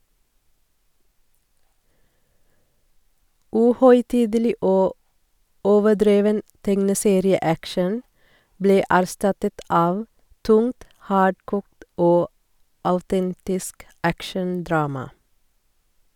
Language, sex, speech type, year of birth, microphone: Norwegian, female, read, 1969, Sennheiser